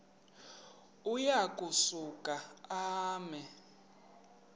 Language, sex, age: Xhosa, male, 31